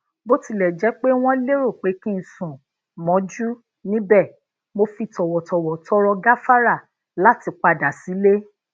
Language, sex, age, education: Yoruba, female, 30-45, tertiary